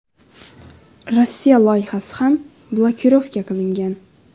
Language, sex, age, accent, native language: Uzbek, female, 19-29, Xorazm, Uzbek